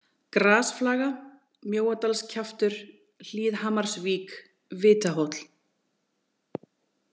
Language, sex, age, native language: Icelandic, female, 40-49, Icelandic